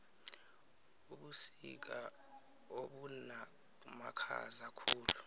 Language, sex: South Ndebele, male